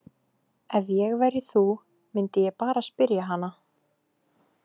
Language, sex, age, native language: Icelandic, female, 18-19, Icelandic